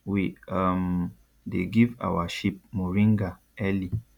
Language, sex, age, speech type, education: Nigerian Pidgin, male, 15-29, spontaneous, tertiary